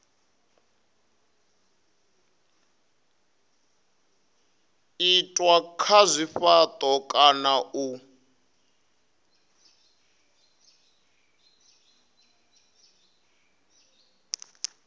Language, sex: Venda, male